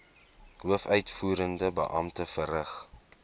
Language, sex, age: Afrikaans, male, 21